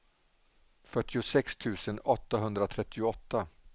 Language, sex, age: Swedish, male, 47